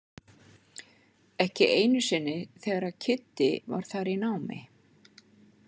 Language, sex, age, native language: Icelandic, female, 50-59, Icelandic